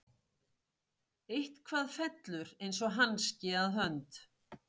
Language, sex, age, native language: Icelandic, female, 60-69, Icelandic